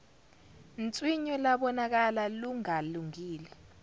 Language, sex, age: Zulu, female, 17